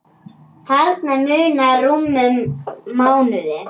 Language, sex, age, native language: Icelandic, female, 6, Icelandic